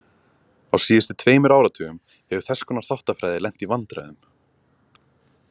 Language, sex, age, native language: Icelandic, male, 20-29, Icelandic